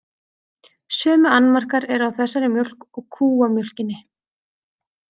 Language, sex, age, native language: Icelandic, female, 30-39, Icelandic